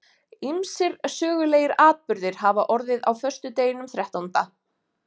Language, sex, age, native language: Icelandic, female, 20-29, Icelandic